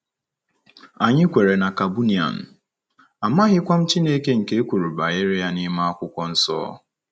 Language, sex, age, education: Igbo, male, 15-29, secondary